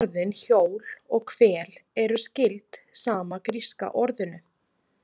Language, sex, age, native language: Icelandic, female, 30-39, Icelandic